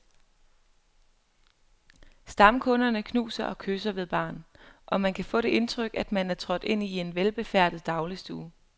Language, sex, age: Danish, female, 23